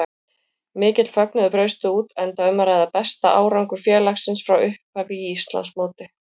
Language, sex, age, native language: Icelandic, female, 40-49, Icelandic